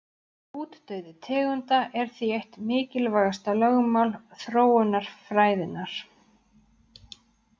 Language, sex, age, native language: Icelandic, female, 30-39, Icelandic